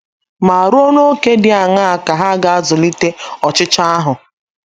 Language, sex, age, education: Igbo, female, 30-45, secondary